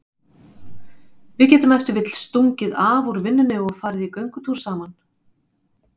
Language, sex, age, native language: Icelandic, female, 50-59, Icelandic